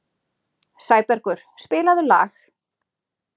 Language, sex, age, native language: Icelandic, female, 30-39, Icelandic